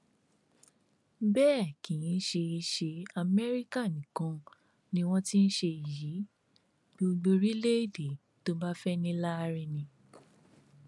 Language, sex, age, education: Yoruba, female, 15-29, tertiary